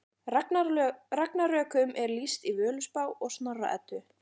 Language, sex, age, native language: Icelandic, female, 40-49, Icelandic